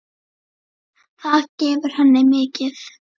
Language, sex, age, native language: Icelandic, female, 9, Icelandic